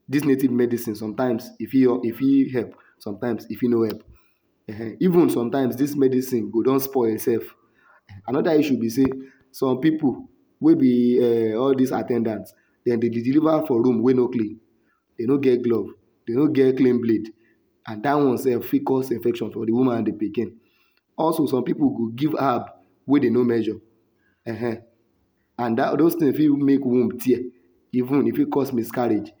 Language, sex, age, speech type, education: Nigerian Pidgin, male, 60+, spontaneous, tertiary